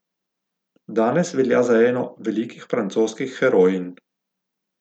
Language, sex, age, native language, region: Slovenian, male, 50-59, Slovenian, Gorica region